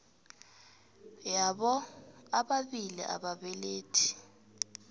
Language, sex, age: South Ndebele, female, 26